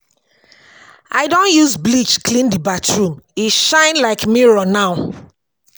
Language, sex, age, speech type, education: Nigerian Pidgin, female, 46-60, spontaneous, tertiary